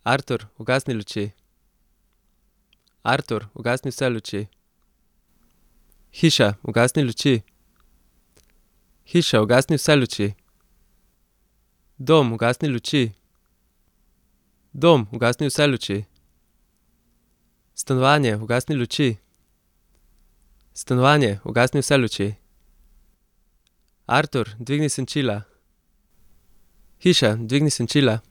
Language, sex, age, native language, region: Slovenian, male, 30-49, Slovenian, Central Slovenia